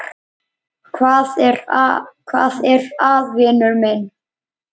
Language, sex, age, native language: Icelandic, male, 9, Icelandic